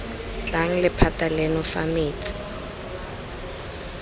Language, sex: Tswana, female